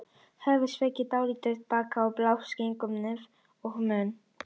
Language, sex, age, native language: Icelandic, female, 40-49, Icelandic